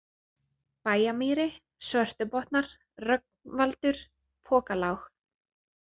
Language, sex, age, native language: Icelandic, female, 30-39, Icelandic